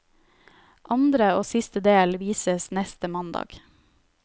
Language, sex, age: Norwegian, female, 31